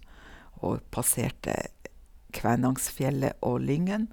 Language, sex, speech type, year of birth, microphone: Norwegian, female, spontaneous, 1956, Sennheiser